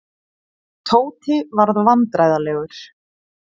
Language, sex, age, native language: Icelandic, female, 20-29, Icelandic